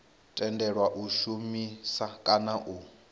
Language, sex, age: Venda, male, 21